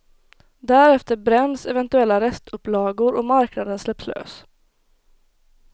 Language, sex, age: Swedish, female, 21